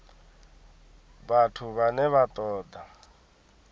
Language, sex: Venda, male